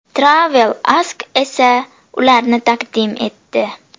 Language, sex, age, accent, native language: Uzbek, female, 12-17, Andijon, Uzbek